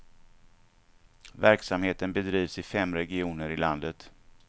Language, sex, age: Swedish, male, 49